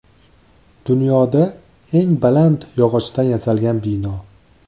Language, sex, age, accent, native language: Uzbek, male, 25-34, Andijon, Uzbek